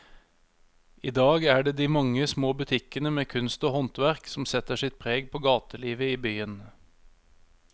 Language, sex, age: Norwegian, male, 31